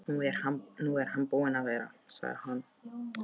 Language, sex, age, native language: Icelandic, male, 12, Icelandic